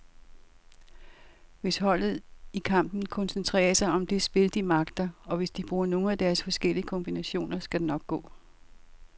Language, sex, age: Danish, female, 67